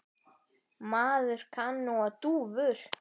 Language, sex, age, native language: Icelandic, male, 10, Icelandic